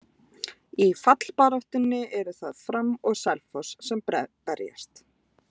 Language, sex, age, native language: Icelandic, female, 20-29, Icelandic